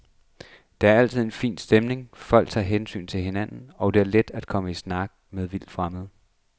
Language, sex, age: Danish, male, 26